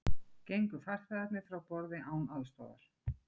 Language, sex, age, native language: Icelandic, female, 40-49, Icelandic